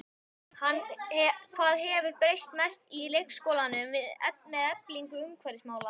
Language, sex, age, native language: Icelandic, male, 12, Icelandic